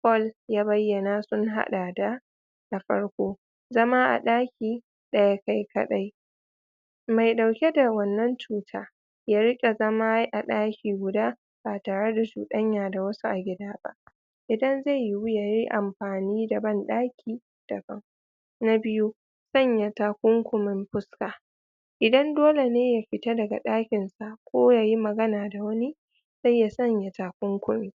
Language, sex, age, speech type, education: Hausa, female, 30-45, spontaneous, tertiary